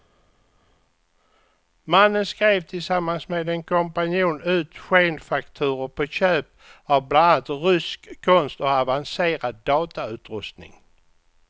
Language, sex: Swedish, male